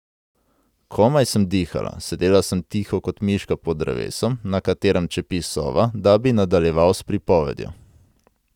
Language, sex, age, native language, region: Slovenian, male, 18-29, Slovenian, Central Slovenia